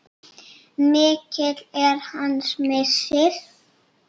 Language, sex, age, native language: Icelandic, female, 7, Icelandic